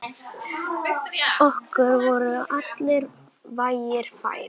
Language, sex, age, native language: Icelandic, male, 10, Icelandic